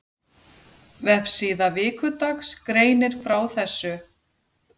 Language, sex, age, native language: Icelandic, female, 40-49, Icelandic